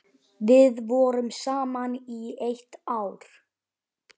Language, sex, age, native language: Icelandic, male, 11, Icelandic